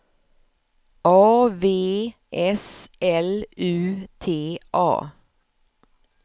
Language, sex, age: Swedish, female, 54